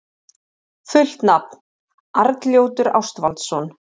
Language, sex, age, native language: Icelandic, female, 30-39, Icelandic